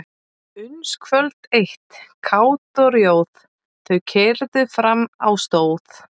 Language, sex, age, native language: Icelandic, female, 30-39, Icelandic